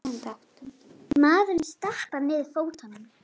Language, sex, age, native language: Icelandic, female, 20-29, Icelandic